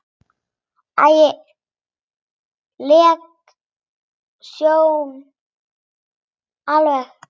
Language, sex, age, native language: Icelandic, other, 8, Icelandic